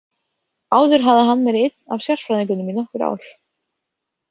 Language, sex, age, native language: Icelandic, female, 30-39, Icelandic